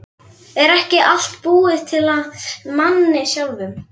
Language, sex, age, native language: Icelandic, female, 11, Icelandic